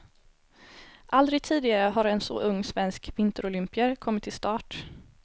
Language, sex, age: Swedish, female, 18